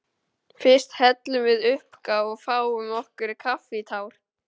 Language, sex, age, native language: Icelandic, male, 12, Icelandic